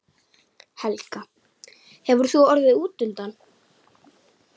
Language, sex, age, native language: Icelandic, female, 9, Icelandic